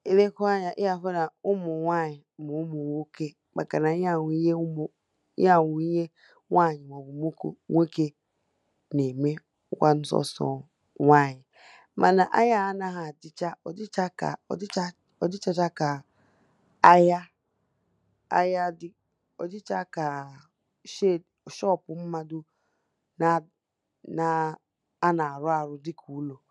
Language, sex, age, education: Igbo, female, 15-29, tertiary